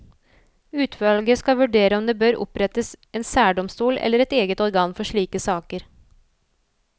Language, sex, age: Norwegian, female, 27